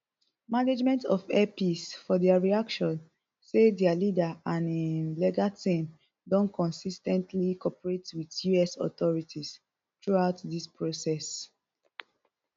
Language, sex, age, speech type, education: Nigerian Pidgin, female, 15-29, spontaneous, tertiary